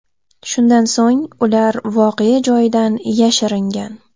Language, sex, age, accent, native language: Uzbek, female, 12-17, Toshkent viloyati, Uzbek